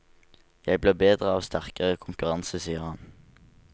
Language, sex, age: Norwegian, male, 19